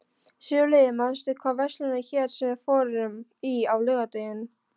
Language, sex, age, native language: Icelandic, female, 13, Polish